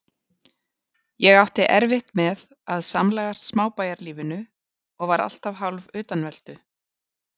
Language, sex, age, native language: Icelandic, female, 40-49, Icelandic